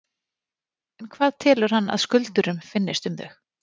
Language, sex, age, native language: Icelandic, female, 40-49, Icelandic